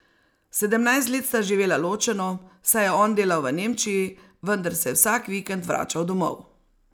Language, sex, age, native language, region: Slovenian, female, 60+, Slovenian, Savinja region